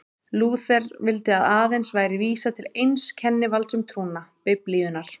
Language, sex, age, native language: Icelandic, female, 30-39, Icelandic